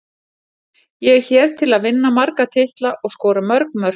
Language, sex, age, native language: Icelandic, female, 40-49, Icelandic